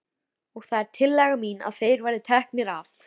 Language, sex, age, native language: Icelandic, female, 13, Icelandic